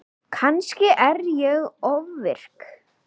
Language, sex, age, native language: Icelandic, male, 9, Icelandic